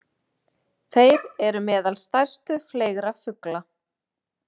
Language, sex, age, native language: Icelandic, female, 30-39, Icelandic